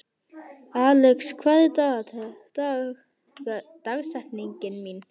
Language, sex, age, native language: Icelandic, female, 11, Icelandic